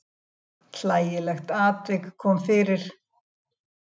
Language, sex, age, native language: Icelandic, female, 70-79, Icelandic